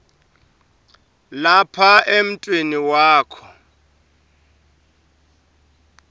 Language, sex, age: Swati, male, 23